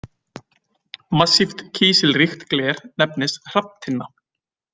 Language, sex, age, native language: Icelandic, male, 20-29, Icelandic